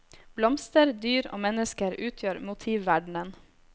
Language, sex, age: Norwegian, female, 26